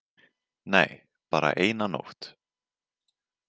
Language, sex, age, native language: Icelandic, male, 18-19, Icelandic